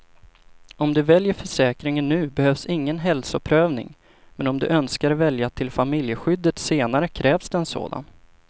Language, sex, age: Swedish, male, 25